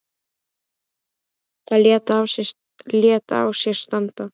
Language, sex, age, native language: Icelandic, female, 10, Icelandic